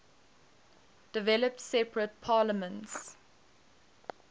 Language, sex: English, female